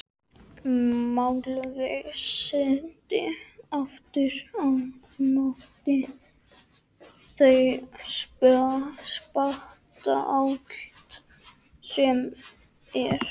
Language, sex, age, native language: Icelandic, male, 12, Icelandic